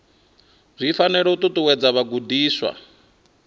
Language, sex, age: Venda, male, 23